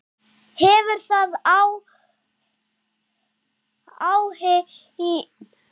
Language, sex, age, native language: Icelandic, female, 7, Icelandic